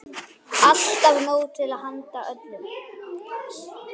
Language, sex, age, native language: Icelandic, male, 9, Icelandic